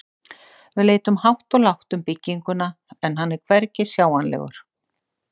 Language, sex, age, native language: Icelandic, female, 60-69, Icelandic